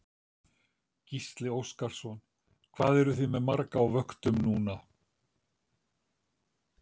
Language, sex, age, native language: Icelandic, male, 70-79, Icelandic